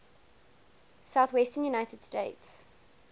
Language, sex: English, female